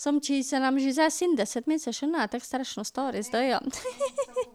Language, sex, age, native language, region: Slovenian, female, 50-59, Slovenian, Drava region